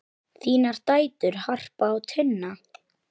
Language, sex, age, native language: Icelandic, female, 10, Icelandic